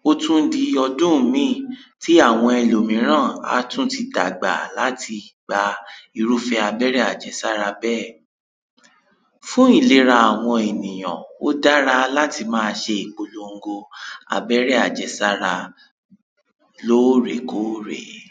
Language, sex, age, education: Yoruba, male, 15-29, tertiary